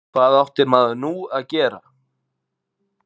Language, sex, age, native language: Icelandic, male, 40-49, Icelandic